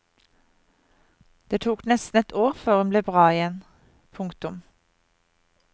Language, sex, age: Norwegian, female, 50